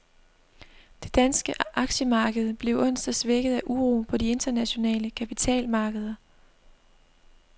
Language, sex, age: Danish, female, 25